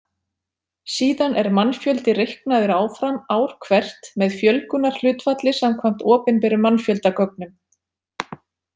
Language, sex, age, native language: Icelandic, female, 40-49, Icelandic